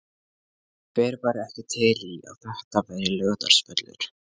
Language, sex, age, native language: Icelandic, male, 20-29, Icelandic